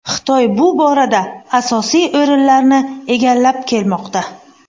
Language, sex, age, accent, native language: Uzbek, female, 25-34, Buxoro, Uzbek